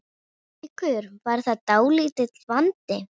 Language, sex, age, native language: Icelandic, female, 8, Icelandic